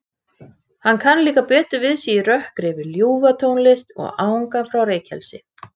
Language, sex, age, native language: Icelandic, female, 30-39, Icelandic